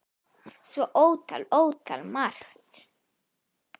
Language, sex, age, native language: Icelandic, female, 9, Icelandic